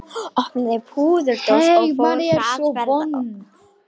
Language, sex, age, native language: Icelandic, female, 18-19, Romanian